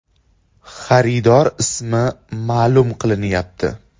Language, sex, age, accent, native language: Uzbek, male, 18-24, Andijon, Uzbek